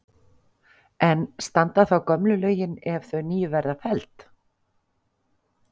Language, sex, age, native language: Icelandic, female, 50-59, Icelandic